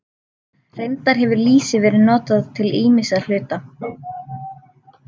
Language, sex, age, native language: Icelandic, male, 30-39, Icelandic